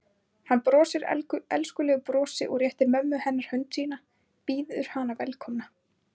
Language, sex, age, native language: Icelandic, female, 20-29, Icelandic